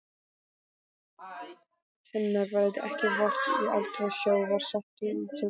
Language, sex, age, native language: Icelandic, male, 12, Icelandic